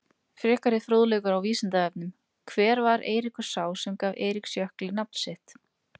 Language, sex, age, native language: Icelandic, female, 20-29, Icelandic